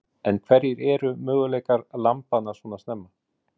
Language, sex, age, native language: Icelandic, male, 40-49, Icelandic